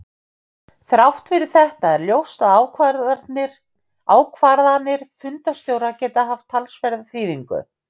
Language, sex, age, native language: Icelandic, female, 50-59, Icelandic